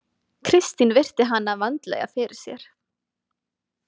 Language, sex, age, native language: Icelandic, female, 20-29, Icelandic